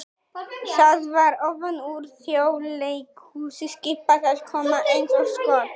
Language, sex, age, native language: Icelandic, female, 30-39, Icelandic